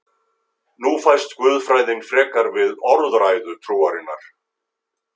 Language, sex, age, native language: Icelandic, male, 50-59, Icelandic